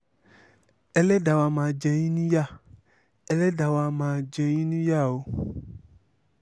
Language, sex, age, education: Yoruba, male, 15-29, tertiary